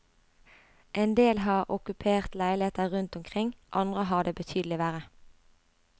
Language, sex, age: Norwegian, female, 25